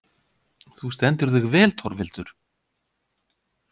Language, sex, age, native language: Icelandic, male, 50-59, Icelandic